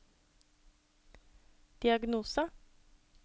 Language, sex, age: Norwegian, female, 26